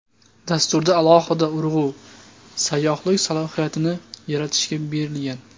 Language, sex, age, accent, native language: Uzbek, male, 18-24, Samarqand, Uzbek